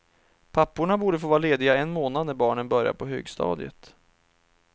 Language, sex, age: Swedish, male, 31